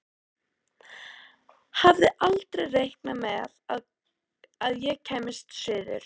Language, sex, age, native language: Icelandic, female, 13, Icelandic